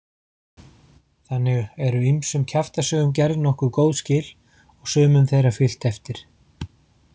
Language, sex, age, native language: Icelandic, male, 40-49, Icelandic